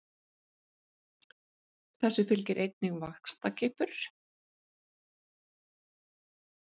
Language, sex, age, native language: Icelandic, female, 50-59, Icelandic